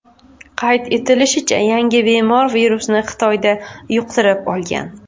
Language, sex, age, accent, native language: Uzbek, female, 19-29, Farg'ona, Uzbek